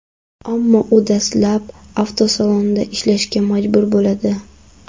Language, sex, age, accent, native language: Uzbek, female, 12-17, Andijon, Karakalpak